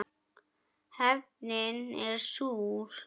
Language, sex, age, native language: Icelandic, male, 9, Icelandic